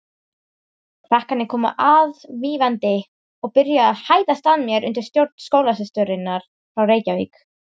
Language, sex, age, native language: Icelandic, female, 18-19, Icelandic